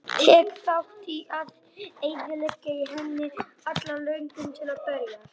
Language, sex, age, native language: Icelandic, male, 18-19, Icelandic